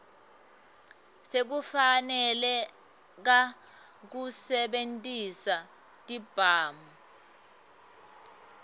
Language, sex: Swati, female